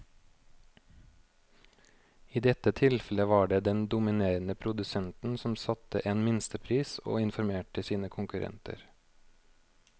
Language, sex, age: Norwegian, male, 29